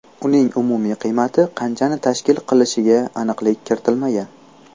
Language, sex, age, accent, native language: Uzbek, male, 18-24, Namangan, Uzbek